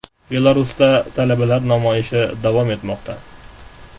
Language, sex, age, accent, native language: Uzbek, male, 18-24, Namangan, Uzbek